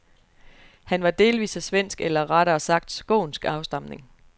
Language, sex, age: Danish, female, 29